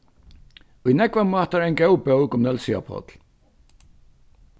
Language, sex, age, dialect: Faroese, male, 61+, Vágar